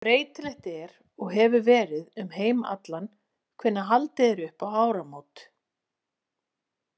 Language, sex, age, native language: Icelandic, female, 40-49, Icelandic